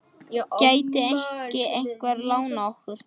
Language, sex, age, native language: Icelandic, male, 10, Icelandic